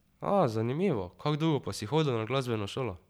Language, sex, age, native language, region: Slovenian, male, 12-17, Slovenian, Drava region